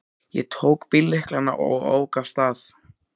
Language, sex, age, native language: Icelandic, male, 14, Icelandic